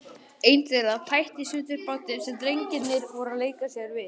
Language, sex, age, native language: Icelandic, male, 18-19, Icelandic